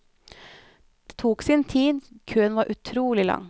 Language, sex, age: Norwegian, female, 24